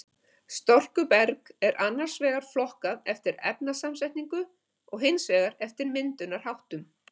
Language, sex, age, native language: Icelandic, female, 50-59, Icelandic